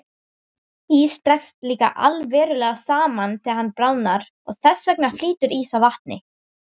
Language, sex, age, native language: Icelandic, female, 18-19, Icelandic